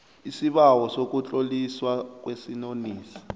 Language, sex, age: South Ndebele, male, 29